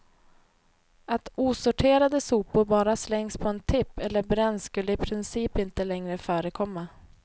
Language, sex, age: Swedish, female, 28